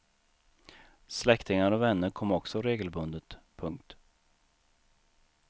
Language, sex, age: Swedish, male, 39